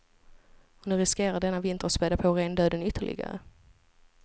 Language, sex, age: Swedish, female, 25